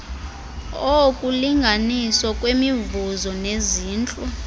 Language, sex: Xhosa, female